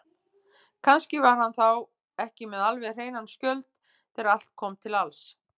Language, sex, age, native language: Icelandic, female, 50-59, Icelandic